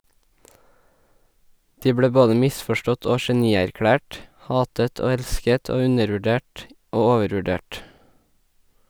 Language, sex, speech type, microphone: Norwegian, male, read, Sennheiser